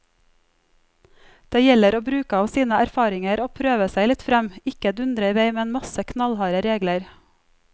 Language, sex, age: Norwegian, female, 34